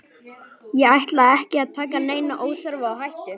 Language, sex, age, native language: Icelandic, male, 11, Icelandic